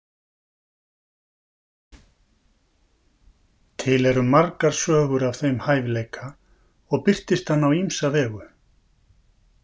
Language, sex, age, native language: Icelandic, male, 50-59, Icelandic